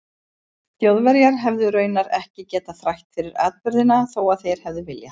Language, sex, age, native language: Icelandic, female, 50-59, Icelandic